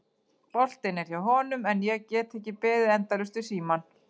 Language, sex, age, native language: Icelandic, female, 40-49, Icelandic